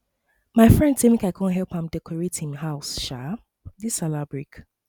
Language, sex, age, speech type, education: Nigerian Pidgin, female, 15-29, spontaneous, tertiary